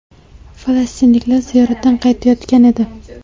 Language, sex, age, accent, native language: Uzbek, female, 18-24, Toshkent viloyati, Uzbek